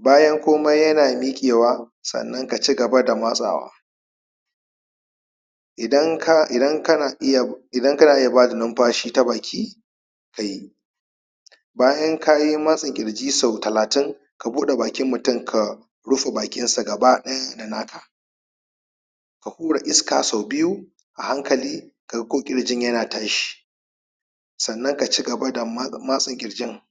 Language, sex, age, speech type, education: Hausa, male, 30-45, spontaneous, tertiary